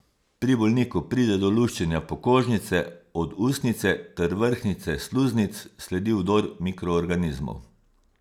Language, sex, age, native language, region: Slovenian, male, 50-59, Slovenian, Savinja region